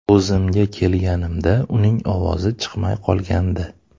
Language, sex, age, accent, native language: Uzbek, male, 25-34, Toshkent shahri, Uzbek